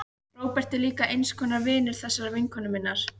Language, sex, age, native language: Icelandic, female, 14, Icelandic